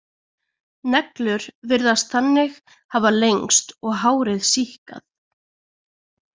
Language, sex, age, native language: Icelandic, female, 20-29, Icelandic